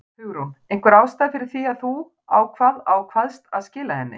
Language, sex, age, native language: Icelandic, female, 40-49, Icelandic